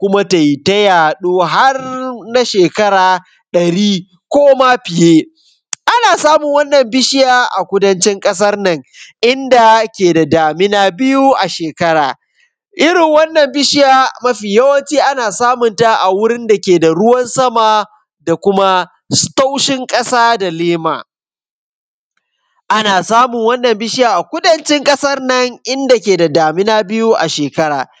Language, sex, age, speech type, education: Hausa, male, 15-29, spontaneous, secondary